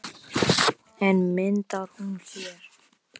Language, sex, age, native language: Icelandic, male, 10, Icelandic